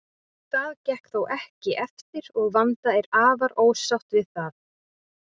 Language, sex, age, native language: Icelandic, female, 20-29, Icelandic